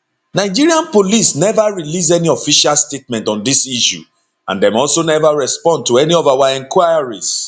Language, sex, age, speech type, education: Nigerian Pidgin, male, 30-45, spontaneous, tertiary